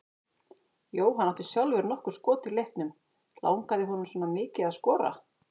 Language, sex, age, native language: Icelandic, female, 40-49, Icelandic